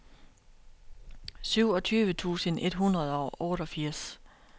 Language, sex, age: Danish, female, 32